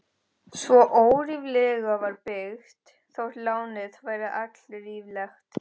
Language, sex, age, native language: Icelandic, female, 13, Spanish